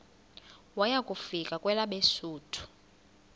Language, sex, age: Xhosa, female, 20